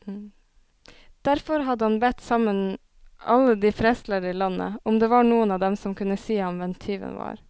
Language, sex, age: Norwegian, female, 26